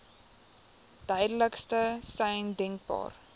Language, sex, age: Afrikaans, female, 18